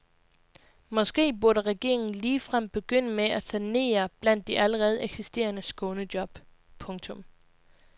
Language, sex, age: Danish, female, 20